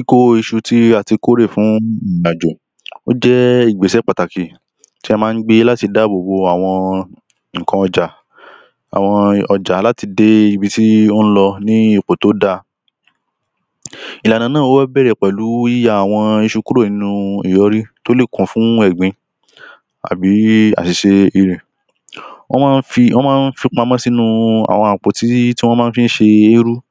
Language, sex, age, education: Yoruba, male, 15-29, primary